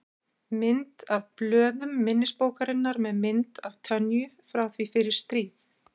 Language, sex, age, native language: Icelandic, female, 60-69, Icelandic